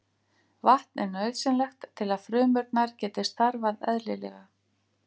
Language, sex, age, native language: Icelandic, female, 50-59, Icelandic